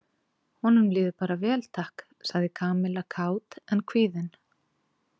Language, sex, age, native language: Icelandic, female, 40-49, Icelandic